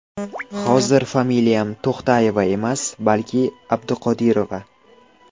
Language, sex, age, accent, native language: Uzbek, male, 12-17, Qashqadaryo, Uzbek